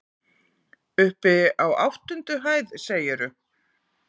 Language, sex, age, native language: Icelandic, female, 40-49, Icelandic